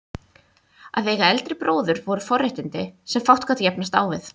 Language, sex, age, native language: Icelandic, female, 20-29, Icelandic